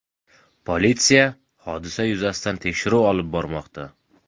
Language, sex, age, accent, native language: Uzbek, male, 25-34, Samarqand, Uzbek